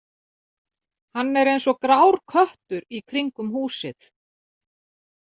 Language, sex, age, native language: Icelandic, female, 40-49, Icelandic